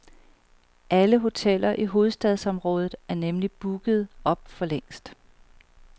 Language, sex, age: Danish, female, 38